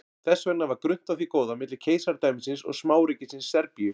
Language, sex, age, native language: Icelandic, male, 40-49, Icelandic